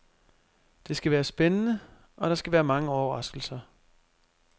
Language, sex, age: Danish, male, 25